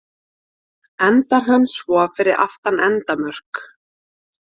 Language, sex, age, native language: Icelandic, female, 30-39, Icelandic